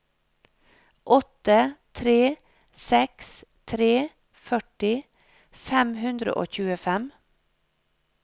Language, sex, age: Norwegian, female, 56